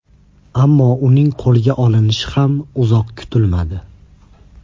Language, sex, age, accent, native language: Uzbek, male, 18-24, Andijon, Uzbek